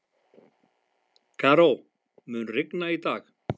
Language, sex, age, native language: Icelandic, male, 50-59, Icelandic